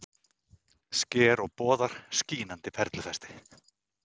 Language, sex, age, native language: Icelandic, male, 30-39, Icelandic